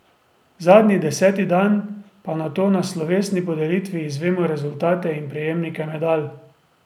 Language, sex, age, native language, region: Slovenian, male, 30-49, Slovenian, Drava region